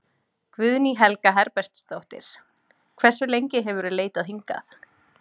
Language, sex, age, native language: Icelandic, female, 20-29, Icelandic